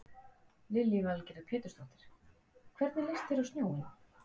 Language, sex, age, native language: Icelandic, female, 40-49, Icelandic